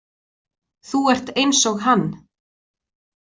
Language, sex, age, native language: Icelandic, female, 20-29, Icelandic